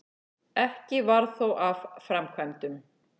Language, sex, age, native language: Icelandic, female, 40-49, Icelandic